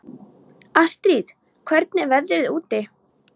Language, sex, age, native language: Icelandic, female, 13, Polish